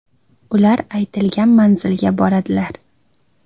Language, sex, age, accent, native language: Uzbek, female, 19-29, Xorazm, Uzbek